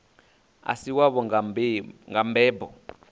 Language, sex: Venda, male